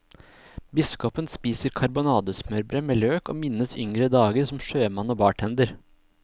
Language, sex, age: Norwegian, male, 26